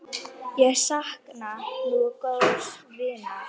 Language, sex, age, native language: Icelandic, female, 9, Icelandic